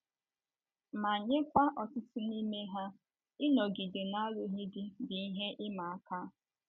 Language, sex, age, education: Igbo, female, 15-29, tertiary